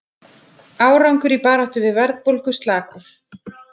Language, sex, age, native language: Icelandic, female, 30-39, Icelandic